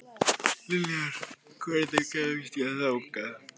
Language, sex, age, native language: Icelandic, male, 15, Icelandic